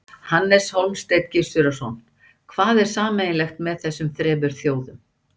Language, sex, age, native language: Icelandic, female, 60-69, Icelandic